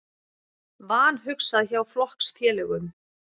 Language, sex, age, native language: Icelandic, female, 30-39, Icelandic